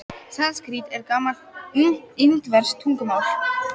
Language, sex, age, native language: Icelandic, female, 18-19, Icelandic